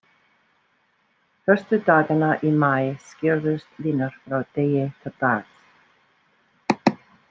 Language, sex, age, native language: Icelandic, female, 60-69, English